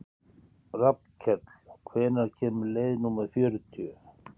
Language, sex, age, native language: Icelandic, male, 50-59, Icelandic